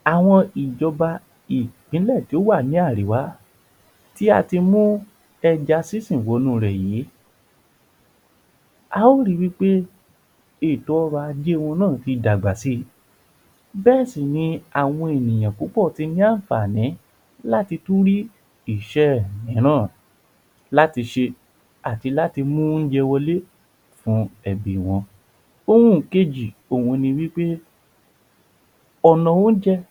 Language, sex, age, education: Yoruba, male, 60+, tertiary